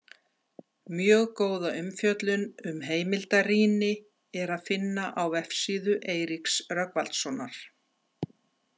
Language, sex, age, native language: Icelandic, female, 50-59, Icelandic